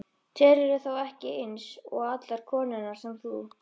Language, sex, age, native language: Icelandic, female, 13, Icelandic